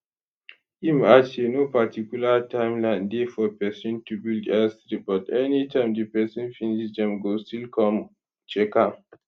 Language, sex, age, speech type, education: Nigerian Pidgin, male, 15-29, spontaneous, tertiary